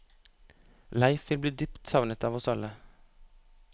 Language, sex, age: Norwegian, male, 25